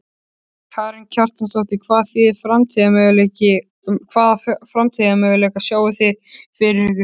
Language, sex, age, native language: Icelandic, male, 13, Icelandic